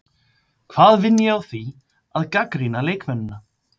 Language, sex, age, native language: Icelandic, male, 50-59, Icelandic